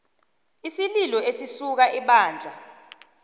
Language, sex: South Ndebele, female